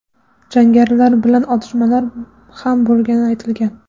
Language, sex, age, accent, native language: Uzbek, female, 18-24, Qoraqalpog'iston, Uzbek